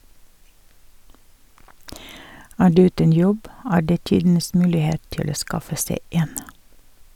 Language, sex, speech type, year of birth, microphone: Norwegian, female, read, 1951, Sennheiser